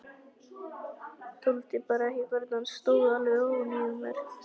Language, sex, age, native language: Icelandic, male, 11, Icelandic